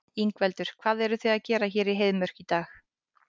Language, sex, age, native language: Icelandic, female, 18-19, Icelandic